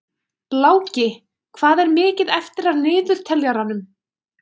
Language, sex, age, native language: Icelandic, female, 20-29, Icelandic